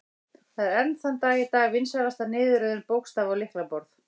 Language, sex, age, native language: Icelandic, female, 60-69, Icelandic